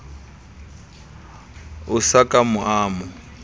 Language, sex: Southern Sotho, male